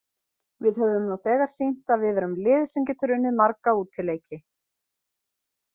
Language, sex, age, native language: Icelandic, female, 20-29, Icelandic